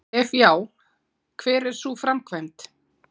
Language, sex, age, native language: Icelandic, female, 40-49, Icelandic